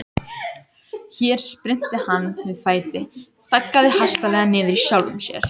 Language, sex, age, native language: Icelandic, other, 18-19, Icelandic